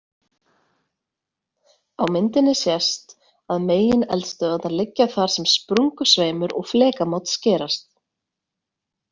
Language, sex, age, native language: Icelandic, female, 30-39, Icelandic